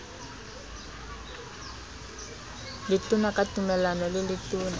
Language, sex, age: Southern Sotho, female, 22